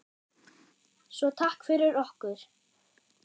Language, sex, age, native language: Icelandic, female, 8, German